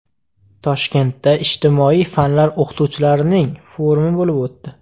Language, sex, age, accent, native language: Uzbek, male, 18-24, Farg'ona, Uzbek